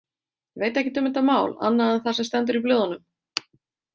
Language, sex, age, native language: Icelandic, female, 30-39, Icelandic